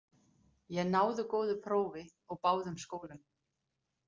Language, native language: Icelandic, Danish